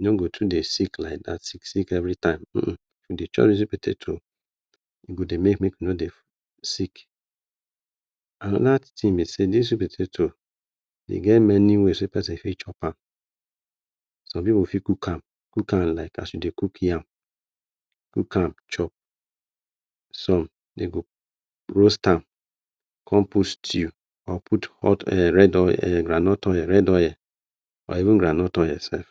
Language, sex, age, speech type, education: Nigerian Pidgin, male, 30-45, spontaneous, tertiary